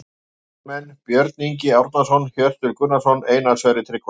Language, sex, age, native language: Icelandic, male, 50-59, Icelandic